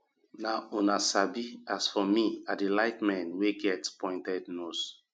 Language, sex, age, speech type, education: Nigerian Pidgin, male, 30-45, spontaneous, tertiary